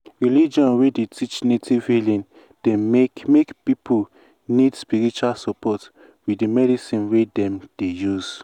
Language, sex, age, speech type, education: Nigerian Pidgin, male, 15-29, spontaneous, tertiary